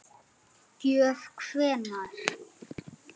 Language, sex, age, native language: Icelandic, male, 8, Icelandic